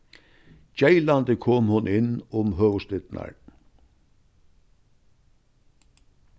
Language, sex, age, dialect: Faroese, male, 61+, Vágar